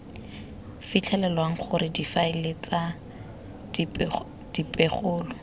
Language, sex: Tswana, female